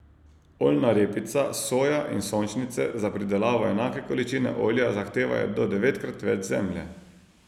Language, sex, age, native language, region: Slovenian, male, 30-49, Slovenian, Savinja region